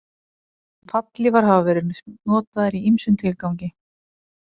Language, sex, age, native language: Icelandic, female, 40-49, Icelandic